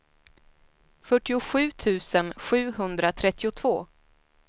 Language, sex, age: Swedish, female, 25